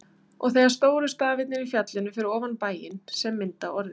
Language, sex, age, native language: Icelandic, female, 30-39, Icelandic